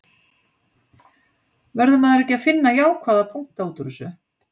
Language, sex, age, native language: Icelandic, female, 60-69, Icelandic